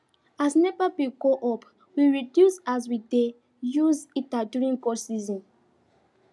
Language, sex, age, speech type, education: Nigerian Pidgin, female, 15-29, spontaneous, tertiary